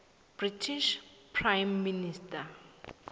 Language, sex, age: South Ndebele, female, 23